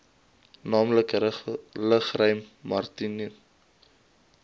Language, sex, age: Afrikaans, male, 22